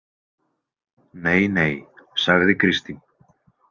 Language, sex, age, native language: Icelandic, male, 20-29, Icelandic